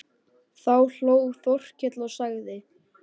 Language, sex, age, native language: Icelandic, male, 10, Icelandic